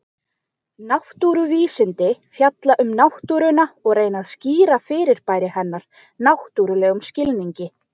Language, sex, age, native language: Icelandic, female, 20-29, Icelandic